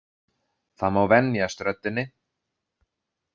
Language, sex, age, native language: Icelandic, male, 30-39, Icelandic